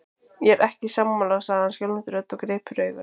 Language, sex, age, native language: Icelandic, female, 20-29, Icelandic